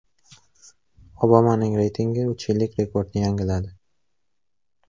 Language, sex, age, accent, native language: Uzbek, male, 18-24, Surxondaryo, Uzbek